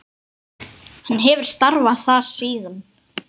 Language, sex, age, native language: Icelandic, other, 10, Icelandic